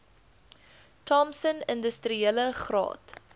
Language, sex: Afrikaans, female